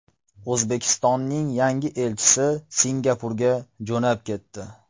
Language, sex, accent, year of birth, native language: Uzbek, male, Farg'ona, 1995, Uzbek